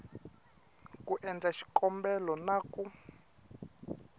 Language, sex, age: Tsonga, male, 21